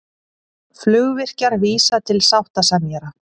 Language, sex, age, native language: Icelandic, female, 30-39, Icelandic